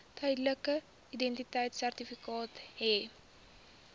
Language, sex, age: Afrikaans, female, 23